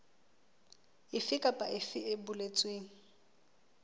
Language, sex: Southern Sotho, female